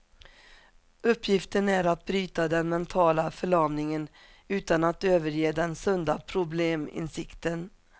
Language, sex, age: Swedish, female, 47